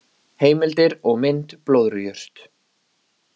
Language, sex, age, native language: Icelandic, male, 20-29, Icelandic